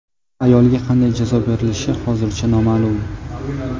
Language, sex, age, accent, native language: Uzbek, male, 18-24, Jizzax, Uzbek